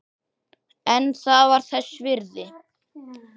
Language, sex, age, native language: Icelandic, male, 10, Icelandic